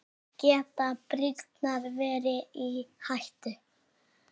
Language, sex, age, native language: Icelandic, female, 6, Icelandic